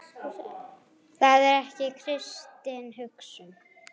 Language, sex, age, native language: Icelandic, female, 8, Icelandic